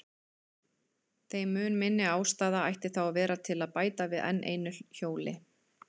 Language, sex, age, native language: Icelandic, female, 30-39, Icelandic